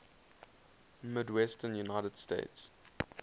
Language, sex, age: English, male, 19